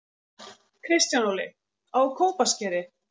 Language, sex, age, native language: Icelandic, female, 40-49, Icelandic